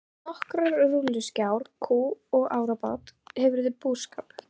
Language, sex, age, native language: Icelandic, female, 12, Icelandic